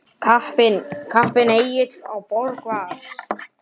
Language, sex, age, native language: Icelandic, male, 10, Icelandic